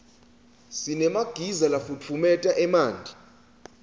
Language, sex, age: Swati, male, 20